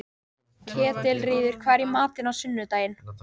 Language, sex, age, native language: Icelandic, female, 18-19, Icelandic